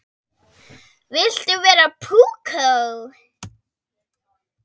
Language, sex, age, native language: Icelandic, female, 10, Icelandic